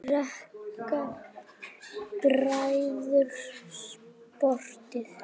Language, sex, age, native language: Icelandic, female, 8, Icelandic